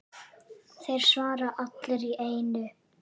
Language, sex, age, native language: Icelandic, female, 7, Icelandic